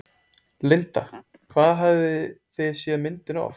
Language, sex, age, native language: Icelandic, male, 20-29, Icelandic